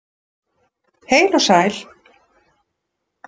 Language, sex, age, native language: Icelandic, female, 60-69, Icelandic